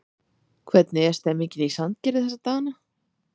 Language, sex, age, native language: Icelandic, female, 30-39, Icelandic